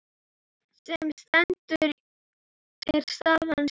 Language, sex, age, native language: Icelandic, female, 8, Icelandic